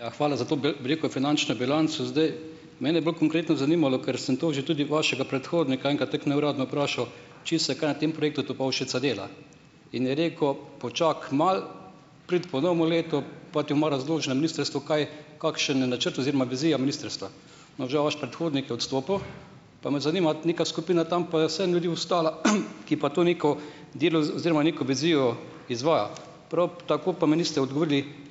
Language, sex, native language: Slovenian, male, Slovenian